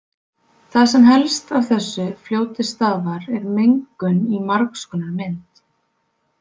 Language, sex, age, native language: Icelandic, female, 20-29, Icelandic